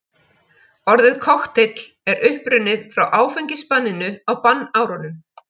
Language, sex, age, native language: Icelandic, female, 50-59, Icelandic